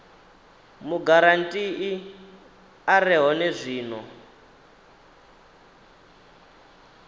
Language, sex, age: Venda, male, 19